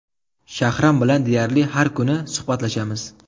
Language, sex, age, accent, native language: Uzbek, male, 18-24, Surxondaryo, Uzbek